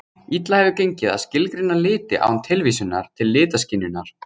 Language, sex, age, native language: Icelandic, male, 18-19, Icelandic